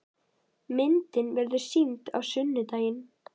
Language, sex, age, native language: Icelandic, female, 11, Icelandic